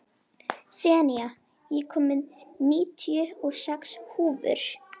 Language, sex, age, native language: Icelandic, female, 11, Icelandic